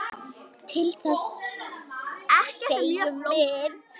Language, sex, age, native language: Icelandic, female, 10, Icelandic